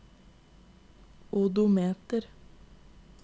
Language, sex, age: Norwegian, female, 22